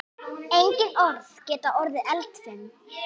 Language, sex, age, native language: Icelandic, female, 8, Icelandic